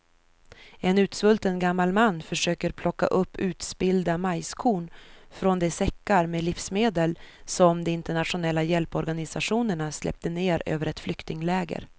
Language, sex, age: Swedish, female, 33